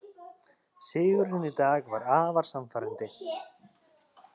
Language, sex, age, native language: Icelandic, male, 30-39, Icelandic